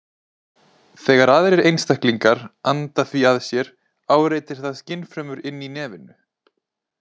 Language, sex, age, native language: Icelandic, male, 20-29, Icelandic